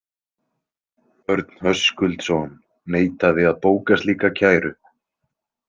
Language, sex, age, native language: Icelandic, male, 20-29, Icelandic